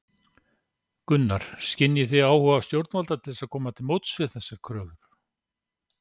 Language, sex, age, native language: Icelandic, male, 60-69, Icelandic